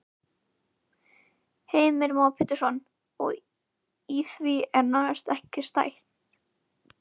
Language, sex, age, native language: Icelandic, female, 11, Icelandic